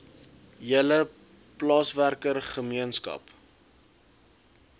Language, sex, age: Afrikaans, male, 20